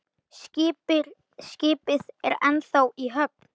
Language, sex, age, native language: Icelandic, male, 9, Icelandic